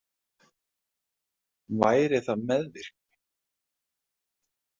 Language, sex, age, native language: Icelandic, male, 40-49, Icelandic